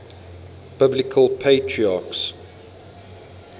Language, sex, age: English, male, 22